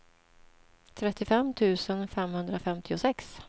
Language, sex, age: Swedish, female, 47